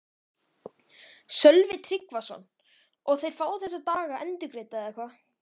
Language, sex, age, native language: Icelandic, male, 13, Icelandic